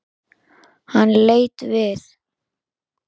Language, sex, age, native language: Icelandic, female, 9, Icelandic